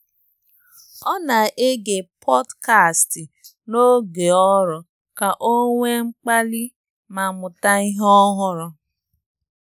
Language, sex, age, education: Igbo, female, 30-45, tertiary